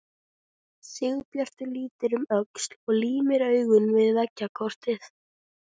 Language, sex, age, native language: Icelandic, female, 13, Icelandic